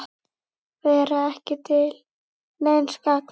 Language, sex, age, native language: Icelandic, male, 8, Icelandic